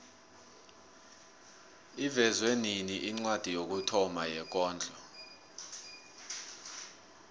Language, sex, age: South Ndebele, male, 24